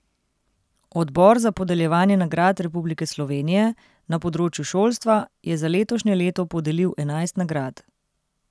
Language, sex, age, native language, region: Slovenian, female, 30-49, Slovenian, Central Slovenia